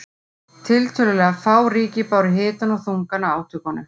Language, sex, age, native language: Icelandic, female, 40-49, Icelandic